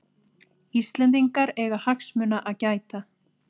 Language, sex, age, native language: Icelandic, female, 30-39, Icelandic